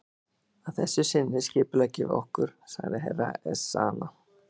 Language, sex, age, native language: Icelandic, female, 60-69, Icelandic